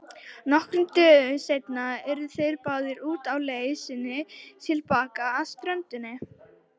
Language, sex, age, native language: Icelandic, female, 18-19, Icelandic